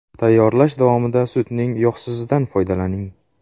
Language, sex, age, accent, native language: Uzbek, male, 18-24, Namangan, Uzbek